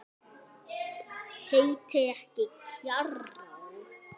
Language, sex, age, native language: Icelandic, male, 9, Icelandic